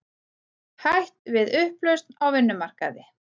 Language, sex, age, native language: Icelandic, female, 40-49, Icelandic